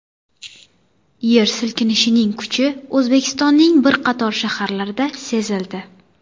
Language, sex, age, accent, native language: Uzbek, female, under 19, Surxondaryo, Uzbek